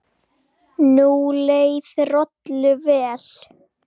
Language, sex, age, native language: Icelandic, female, 8, Icelandic